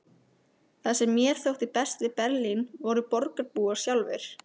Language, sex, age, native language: Icelandic, female, 15, Icelandic